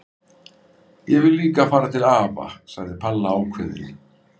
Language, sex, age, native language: Icelandic, male, 50-59, Icelandic